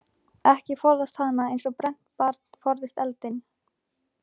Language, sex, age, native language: Icelandic, female, 15, Icelandic